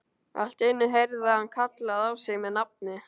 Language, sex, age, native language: Icelandic, male, 12, Icelandic